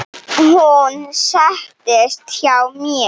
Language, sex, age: Icelandic, female, 7